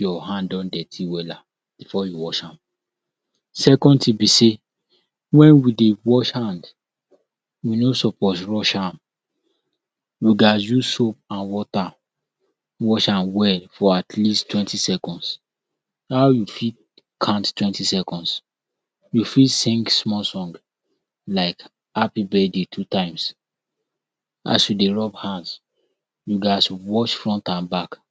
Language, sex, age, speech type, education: Nigerian Pidgin, male, 46-60, spontaneous, tertiary